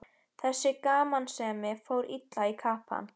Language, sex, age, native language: Icelandic, female, 13, Icelandic